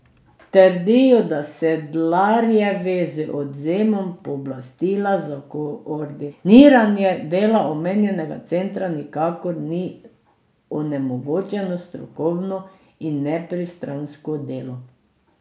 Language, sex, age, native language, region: Slovenian, female, 60+, Slovenian, Drava region